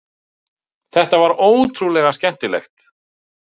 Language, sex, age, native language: Icelandic, male, 50-59, Icelandic